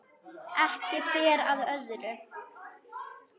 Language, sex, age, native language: Icelandic, female, 10, Icelandic